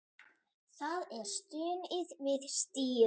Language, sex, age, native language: Icelandic, female, 8, Icelandic